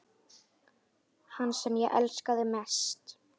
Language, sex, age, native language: Icelandic, female, 10, Icelandic